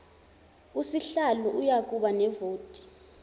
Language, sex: Zulu, female